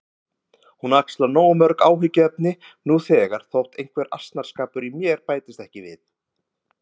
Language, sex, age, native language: Icelandic, male, 50-59, Icelandic